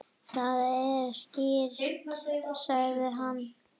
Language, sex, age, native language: Icelandic, female, 8, Icelandic